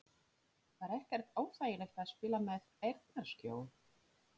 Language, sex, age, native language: Icelandic, female, 30-39, Polish